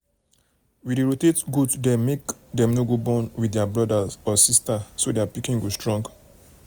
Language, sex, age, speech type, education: Nigerian Pidgin, male, 30-45, spontaneous, tertiary